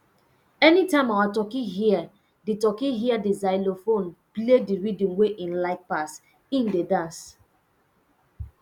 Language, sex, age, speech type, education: Nigerian Pidgin, female, 15-29, spontaneous, secondary